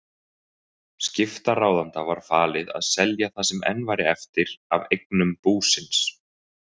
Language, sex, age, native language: Icelandic, male, 20-29, Icelandic